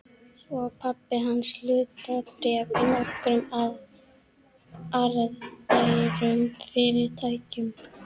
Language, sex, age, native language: Icelandic, female, 12, Icelandic